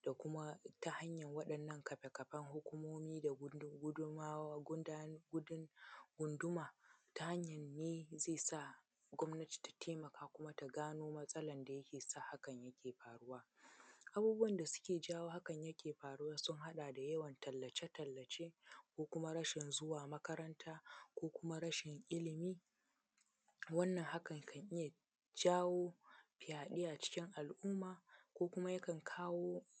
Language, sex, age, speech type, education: Hausa, female, 15-29, spontaneous, secondary